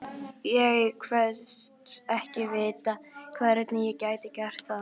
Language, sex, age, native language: Icelandic, female, 12, Icelandic